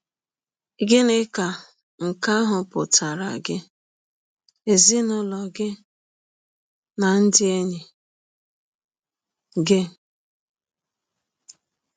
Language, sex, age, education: Igbo, female, 30-45, tertiary